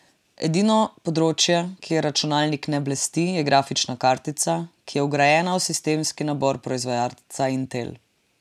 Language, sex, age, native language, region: Slovenian, female, 18-29, Slovenian, Drava region